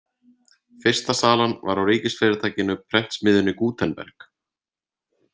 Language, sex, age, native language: Icelandic, male, 30-39, Icelandic